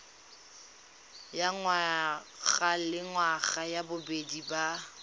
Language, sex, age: Tswana, female, 19